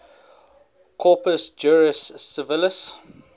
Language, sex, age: English, male, 21